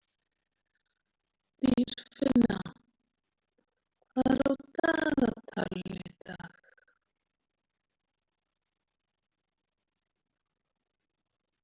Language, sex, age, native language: Icelandic, female, 40-49, Icelandic